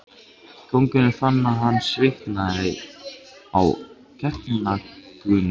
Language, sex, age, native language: Icelandic, male, 15, Icelandic